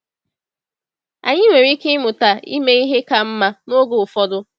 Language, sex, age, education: Igbo, female, 15-29, tertiary